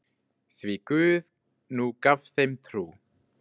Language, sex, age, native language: Icelandic, male, 20-29, Icelandic